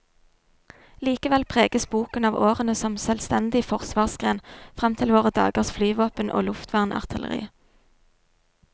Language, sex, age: Norwegian, female, 22